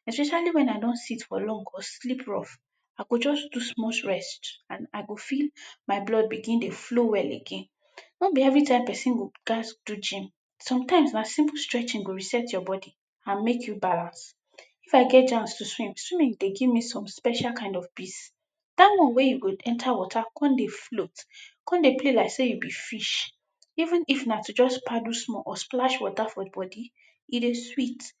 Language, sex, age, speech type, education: Nigerian Pidgin, female, 15-29, spontaneous, tertiary